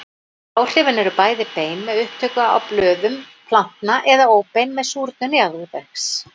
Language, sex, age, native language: Icelandic, female, 40-49, Icelandic